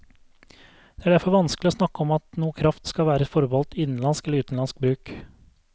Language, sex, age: Norwegian, male, 32